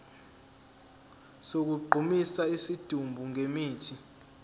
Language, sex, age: Zulu, male, 20